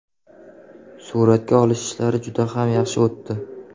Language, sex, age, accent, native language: Uzbek, male, 18-24, Qashqadaryo, Uzbek